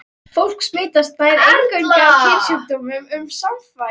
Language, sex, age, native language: Icelandic, female, 13, Icelandic